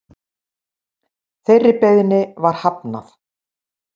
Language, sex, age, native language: Icelandic, female, 60-69, Icelandic